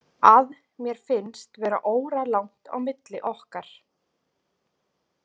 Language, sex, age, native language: Icelandic, female, 30-39, Icelandic